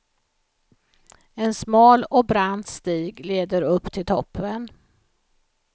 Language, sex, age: Swedish, female, 56